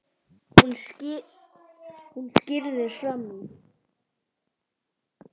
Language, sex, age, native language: Icelandic, female, 10, Icelandic